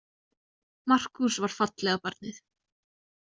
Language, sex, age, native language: Icelandic, female, 20-29, Icelandic